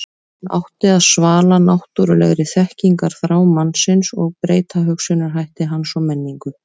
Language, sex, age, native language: Icelandic, female, 30-39, Icelandic